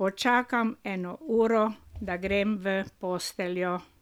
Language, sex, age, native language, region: Slovenian, female, 60+, Slovenian, Drava region